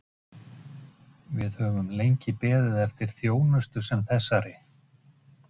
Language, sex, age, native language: Icelandic, male, 50-59, Icelandic